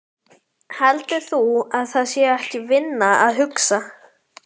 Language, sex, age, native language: Icelandic, female, 11, Icelandic